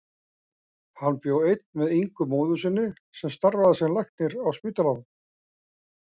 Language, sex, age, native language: Icelandic, male, 60-69, Icelandic